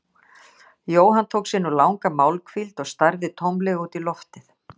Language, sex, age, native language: Icelandic, female, 60-69, Icelandic